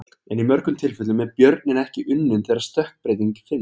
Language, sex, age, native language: Icelandic, male, 20-29, Icelandic